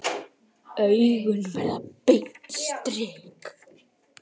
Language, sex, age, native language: Icelandic, female, 10, Icelandic